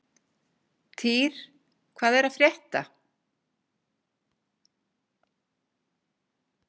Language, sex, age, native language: Icelandic, female, 60-69, Icelandic